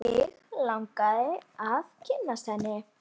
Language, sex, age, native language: Icelandic, female, 9, Icelandic